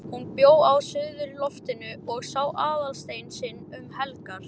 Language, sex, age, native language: Icelandic, male, 11, Icelandic